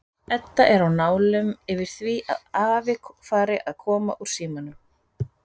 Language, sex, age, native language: Icelandic, female, 30-39, Icelandic